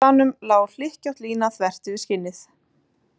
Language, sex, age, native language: Icelandic, female, 20-29, Icelandic